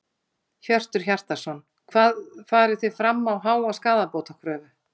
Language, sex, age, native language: Icelandic, female, 50-59, Icelandic